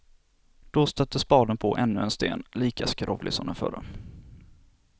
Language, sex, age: Swedish, male, 27